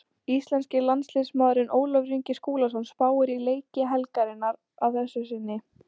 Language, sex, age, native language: Icelandic, female, 18-19, Icelandic